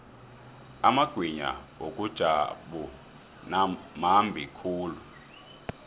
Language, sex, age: South Ndebele, male, 23